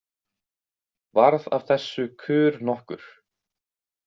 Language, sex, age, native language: Icelandic, male, 18-19, Icelandic